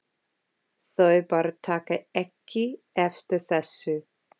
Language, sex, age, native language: Icelandic, female, 50-59, English